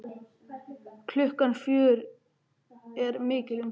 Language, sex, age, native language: Icelandic, male, 11, Icelandic